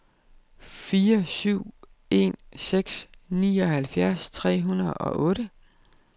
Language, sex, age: Danish, female, 32